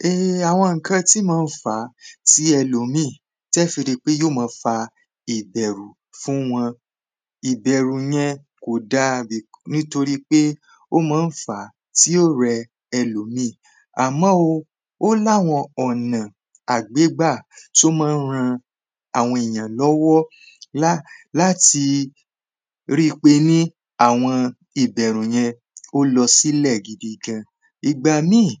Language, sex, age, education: Yoruba, male, 15-29, tertiary